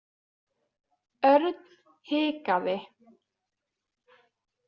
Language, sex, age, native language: Icelandic, female, 20-29, Icelandic